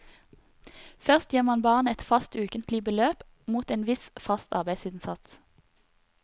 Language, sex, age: Norwegian, female, 30